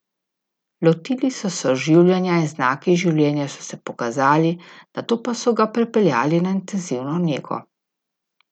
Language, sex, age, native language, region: Slovenian, female, 50-59, Slovenian, Gorica region